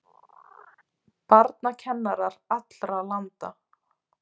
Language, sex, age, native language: Icelandic, female, 20-29, Icelandic